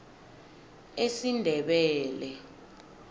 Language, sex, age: South Ndebele, female, 19